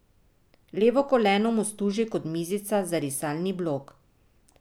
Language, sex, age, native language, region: Slovenian, female, 50-59, Slovenian, Drava region